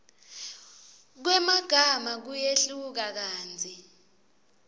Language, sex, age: Swati, female, 20